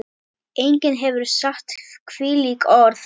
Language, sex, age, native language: Icelandic, female, 10, Icelandic